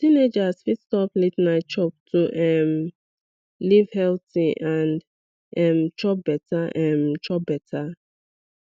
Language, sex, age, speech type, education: Nigerian Pidgin, female, 15-29, spontaneous, tertiary